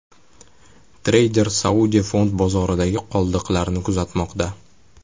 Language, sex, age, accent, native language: Uzbek, male, 25-34, Toshkent shahri, Uzbek